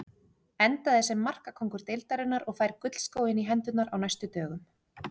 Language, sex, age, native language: Icelandic, female, 30-39, Icelandic